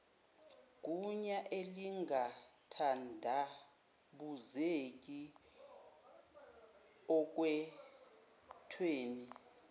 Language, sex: Zulu, female